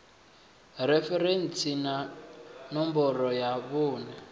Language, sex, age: Venda, male, 24